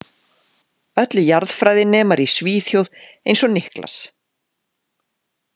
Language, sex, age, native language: Icelandic, female, 40-49, Icelandic